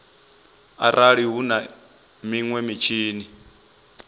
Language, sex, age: Venda, male, 25